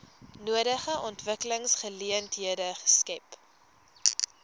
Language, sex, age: Afrikaans, female, 18